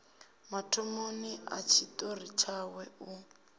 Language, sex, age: Venda, female, 19